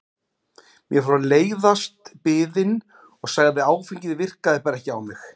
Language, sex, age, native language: Icelandic, male, 40-49, Icelandic